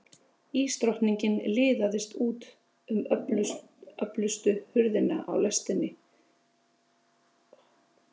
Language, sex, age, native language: Icelandic, female, 30-39, Icelandic